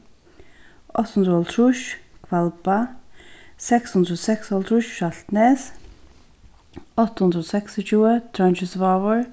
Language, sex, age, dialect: Faroese, female, 36-60, Sandoy